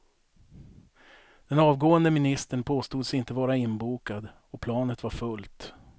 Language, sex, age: Swedish, male, 42